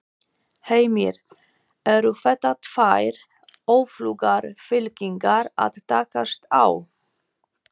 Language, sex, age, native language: Icelandic, female, 40-49, Polish